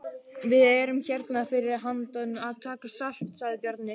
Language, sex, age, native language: Icelandic, male, 12, Icelandic